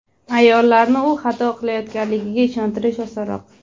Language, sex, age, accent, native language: Uzbek, female, 18-24, Surxondaryo, Uzbek